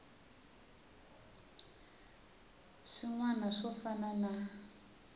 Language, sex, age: Tsonga, female, 18